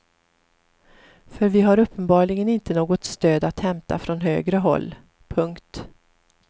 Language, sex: Swedish, female